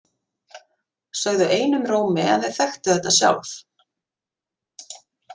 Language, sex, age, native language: Icelandic, female, 50-59, Icelandic